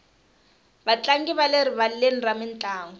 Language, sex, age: Tsonga, female, 20